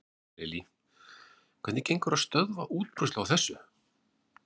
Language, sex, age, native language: Icelandic, male, 40-49, Icelandic